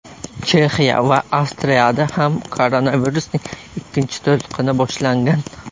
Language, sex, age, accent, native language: Uzbek, male, 25-34, Surxondaryo, Uzbek